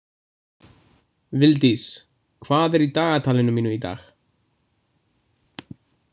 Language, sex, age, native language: Icelandic, male, 20-29, Icelandic